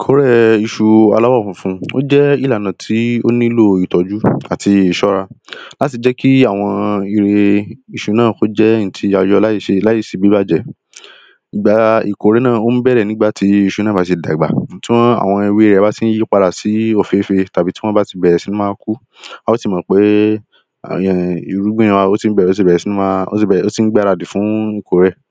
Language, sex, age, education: Yoruba, male, 15-29, primary